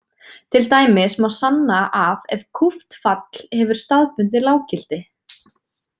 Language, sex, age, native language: Icelandic, female, 20-29, Icelandic